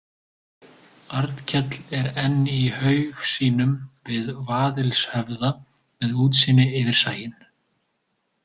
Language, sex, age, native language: Icelandic, male, 20-29, Icelandic